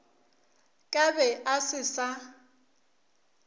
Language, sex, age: Northern Sotho, female, 24